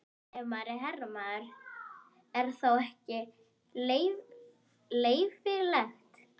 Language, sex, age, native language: Icelandic, female, 11, Icelandic